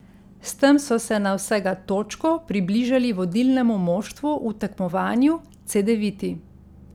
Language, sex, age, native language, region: Slovenian, female, 50-59, Slovenian, Central Slovenia